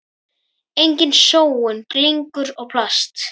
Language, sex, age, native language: Icelandic, female, 10, Icelandic